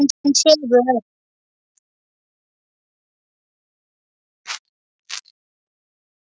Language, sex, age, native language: Icelandic, male, 7, Icelandic